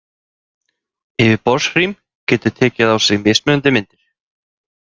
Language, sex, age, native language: Icelandic, male, 30-39, Icelandic